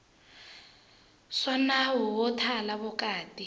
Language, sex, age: Tsonga, female, 20